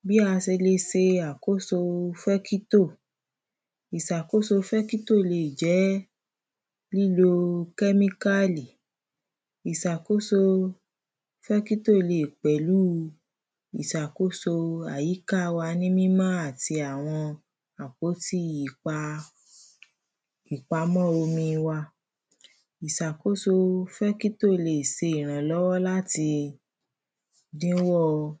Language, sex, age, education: Yoruba, female, 30-45, primary